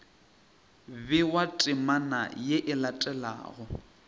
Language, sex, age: Northern Sotho, male, 23